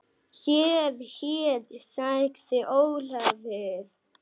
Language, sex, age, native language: Icelandic, female, 9, Icelandic